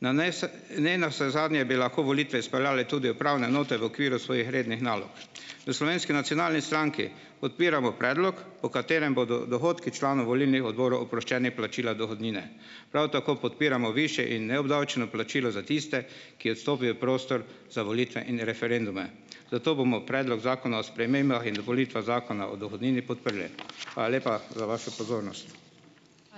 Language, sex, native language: Slovenian, male, Slovenian